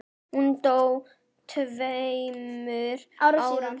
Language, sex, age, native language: Icelandic, female, 10, Icelandic